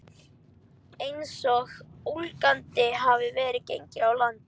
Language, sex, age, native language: Icelandic, male, 11, Icelandic